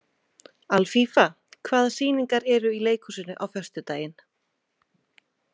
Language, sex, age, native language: Icelandic, female, 20-29, Icelandic